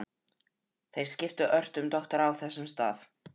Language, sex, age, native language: Icelandic, male, 12, Icelandic